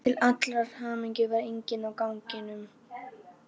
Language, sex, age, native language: Icelandic, female, 12, Icelandic